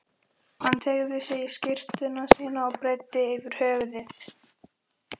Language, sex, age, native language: Icelandic, male, 13, Icelandic